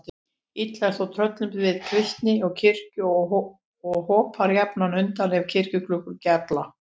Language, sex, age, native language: Icelandic, female, 50-59, Icelandic